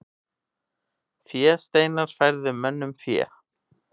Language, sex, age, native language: Icelandic, male, 18-19, Icelandic